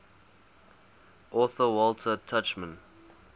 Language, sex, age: English, male, 20